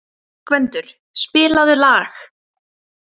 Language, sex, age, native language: Icelandic, female, 20-29, Icelandic